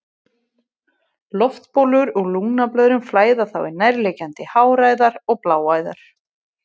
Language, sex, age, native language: Icelandic, female, 20-29, Icelandic